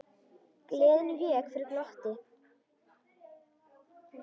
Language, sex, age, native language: Icelandic, female, 10, Icelandic